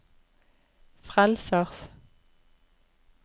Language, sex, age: Norwegian, female, 32